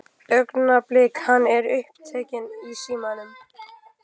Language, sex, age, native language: Icelandic, male, 11, Icelandic